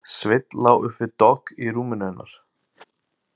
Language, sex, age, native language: Icelandic, male, 30-39, Icelandic